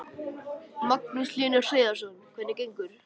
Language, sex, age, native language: Icelandic, male, 13, Icelandic